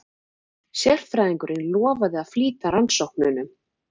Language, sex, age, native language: Icelandic, female, 40-49, Icelandic